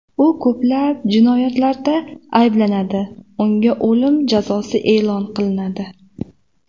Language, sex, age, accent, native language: Uzbek, female, 18-24, Namangan, Uzbek